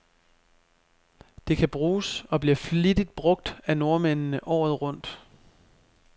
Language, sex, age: Danish, male, 25